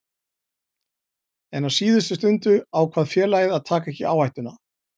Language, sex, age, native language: Icelandic, male, 40-49, Icelandic